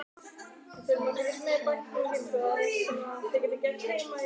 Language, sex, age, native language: Icelandic, female, 12, Icelandic